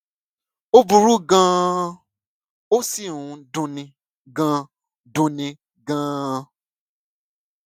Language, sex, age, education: Yoruba, male, 15-29, secondary